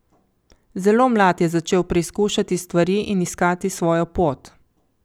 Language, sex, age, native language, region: Slovenian, female, 50-59, Slovenian, Coastal Karst region